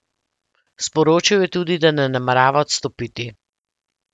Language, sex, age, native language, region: Slovenian, female, 50-59, Slovenian, Central Slovenia